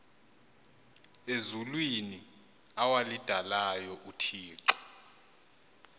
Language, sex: Xhosa, male